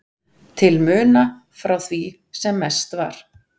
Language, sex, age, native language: Icelandic, female, 40-49, Icelandic